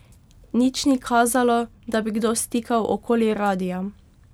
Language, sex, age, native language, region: Slovenian, female, 12-17, Slovenian, Pomurje region